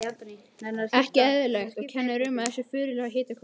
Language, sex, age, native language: Icelandic, male, 12, Icelandic